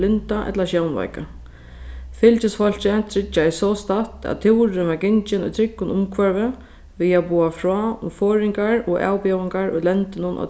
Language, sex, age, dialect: Faroese, female, 15-35, Sandoy